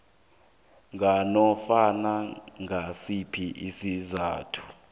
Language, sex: South Ndebele, male